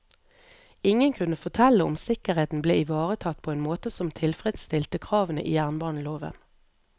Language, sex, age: Norwegian, female, 38